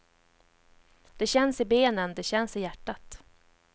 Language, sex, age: Swedish, female, 31